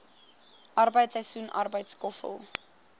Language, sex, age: Afrikaans, female, 21